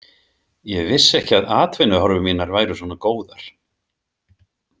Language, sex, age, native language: Icelandic, male, 50-59, Icelandic